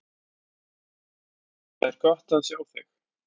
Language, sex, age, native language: Icelandic, male, 20-29, Icelandic